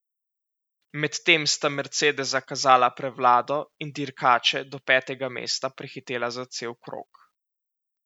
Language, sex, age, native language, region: Slovenian, male, 18-29, Slovenian, Central Slovenia